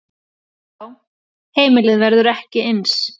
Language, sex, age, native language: Icelandic, female, 30-39, Icelandic